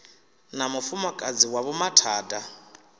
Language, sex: Venda, male